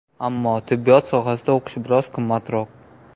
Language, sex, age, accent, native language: Uzbek, male, 18-24, Namangan, Uzbek